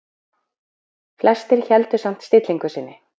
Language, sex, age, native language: Icelandic, female, 40-49, Icelandic